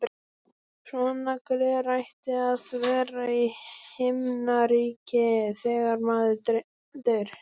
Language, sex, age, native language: Icelandic, female, 12, Icelandic